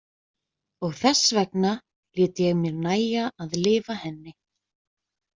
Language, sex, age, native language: Icelandic, female, 20-29, Icelandic